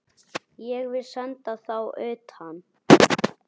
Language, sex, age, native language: Icelandic, male, 9, Icelandic